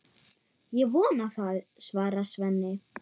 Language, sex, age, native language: Icelandic, female, 9, German